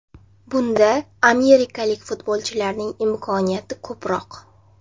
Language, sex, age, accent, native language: Uzbek, female, 19-29, Jizzax, Uzbek